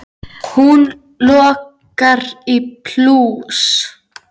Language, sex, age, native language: Icelandic, female, 10, Icelandic